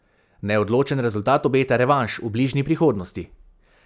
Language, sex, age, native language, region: Slovenian, male, 18-29, Slovenian, Savinja region